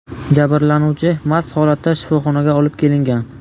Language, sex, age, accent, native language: Uzbek, male, 18-24, Buxoro, Uzbek